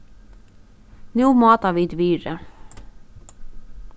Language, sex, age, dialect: Faroese, female, 15-35, Suðurstreymoy